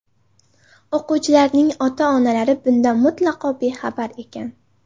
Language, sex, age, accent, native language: Uzbek, female, 18-24, Farg'ona, Uzbek